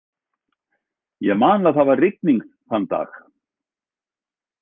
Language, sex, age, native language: Icelandic, male, 60-69, Icelandic